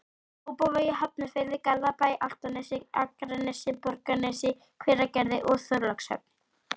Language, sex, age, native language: Icelandic, female, 11, Icelandic